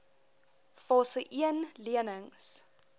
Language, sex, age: Afrikaans, female, 20